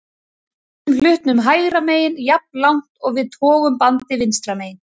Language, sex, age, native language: Icelandic, female, 30-39, Icelandic